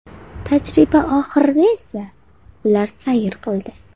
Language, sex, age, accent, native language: Uzbek, female, 18-24, Farg'ona, Uzbek